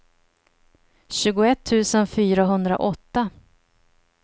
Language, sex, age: Swedish, female, 30